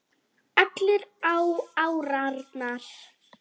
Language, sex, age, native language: Icelandic, female, 10, Icelandic